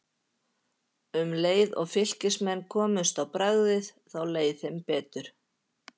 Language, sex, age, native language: Icelandic, female, 50-59, Icelandic